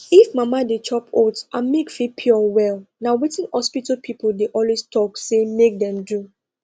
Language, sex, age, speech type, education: Nigerian Pidgin, female, 15-29, spontaneous, tertiary